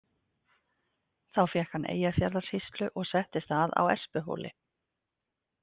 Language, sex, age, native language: Icelandic, female, 50-59, Icelandic